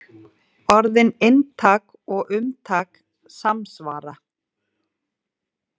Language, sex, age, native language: Icelandic, female, 40-49, Icelandic